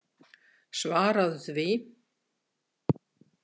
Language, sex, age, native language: Icelandic, female, 60-69, Icelandic